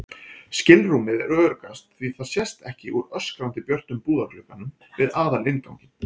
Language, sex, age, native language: Icelandic, male, 40-49, Icelandic